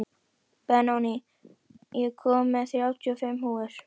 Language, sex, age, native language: Icelandic, female, 11, Icelandic